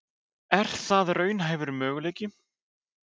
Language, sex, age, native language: Icelandic, male, 30-39, Icelandic